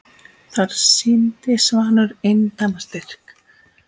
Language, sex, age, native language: Icelandic, female, 8, Icelandic